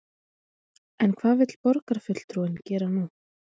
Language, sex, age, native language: Icelandic, female, 20-29, Icelandic